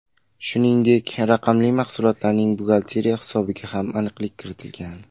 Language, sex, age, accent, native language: Uzbek, male, under 19, Qashqadaryo, Uzbek